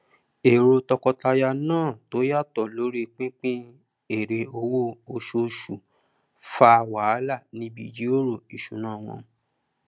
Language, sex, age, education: Yoruba, male, 30-45, tertiary